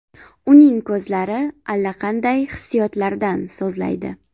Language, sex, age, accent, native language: Uzbek, female, 18-24, Farg'ona, Uzbek